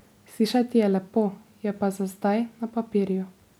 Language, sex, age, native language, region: Slovenian, female, 18-29, Slovenian, Drava region